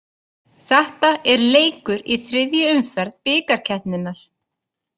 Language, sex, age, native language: Icelandic, female, 30-39, Icelandic